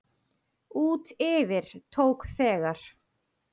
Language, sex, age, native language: Icelandic, female, 8, Icelandic